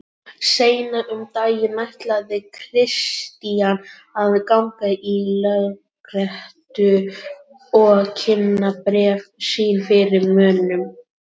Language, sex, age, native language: Icelandic, female, 18-19, Icelandic